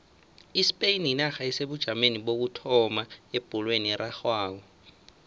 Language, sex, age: South Ndebele, male, 24